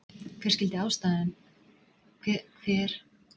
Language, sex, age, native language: Icelandic, female, 40-49, Icelandic